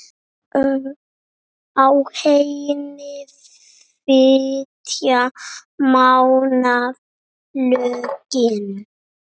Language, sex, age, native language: Icelandic, male, 6, Icelandic